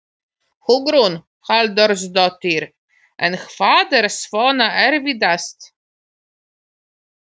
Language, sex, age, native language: Icelandic, female, 40-49, Polish